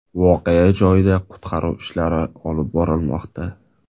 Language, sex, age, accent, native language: Uzbek, male, 18-24, Toshkent shahri, Uzbek